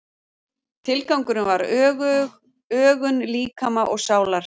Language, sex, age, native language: Icelandic, female, 40-49, Icelandic